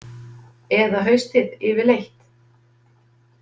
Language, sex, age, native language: Icelandic, female, 50-59, Icelandic